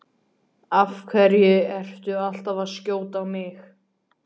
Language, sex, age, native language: Icelandic, male, 12, Icelandic